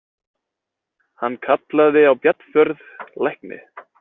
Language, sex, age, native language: Icelandic, male, 20-29, Icelandic